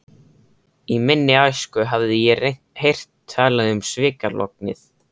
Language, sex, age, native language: Icelandic, male, 13, Icelandic